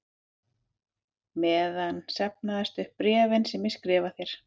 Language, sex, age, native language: Icelandic, female, 30-39, Icelandic